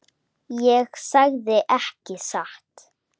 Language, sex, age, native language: Icelandic, female, 9, Icelandic